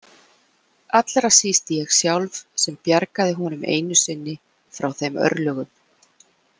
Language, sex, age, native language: Icelandic, female, 40-49, Icelandic